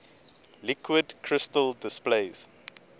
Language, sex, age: English, male, 20